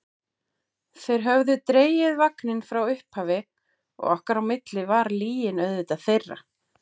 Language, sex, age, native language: Icelandic, female, 40-49, Icelandic